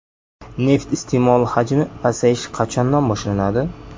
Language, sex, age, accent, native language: Uzbek, male, 25-34, Jizzax, Uzbek